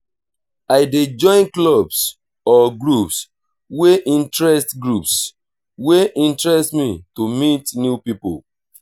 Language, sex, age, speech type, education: Nigerian Pidgin, male, 30-45, spontaneous, tertiary